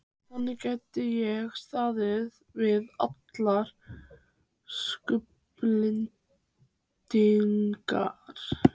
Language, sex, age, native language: Icelandic, female, 15, Icelandic